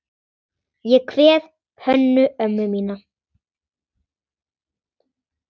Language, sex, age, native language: Icelandic, female, 10, Icelandic